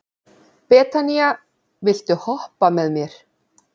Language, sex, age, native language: Icelandic, female, 40-49, Icelandic